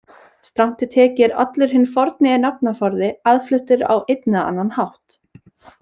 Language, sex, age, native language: Icelandic, female, 20-29, Icelandic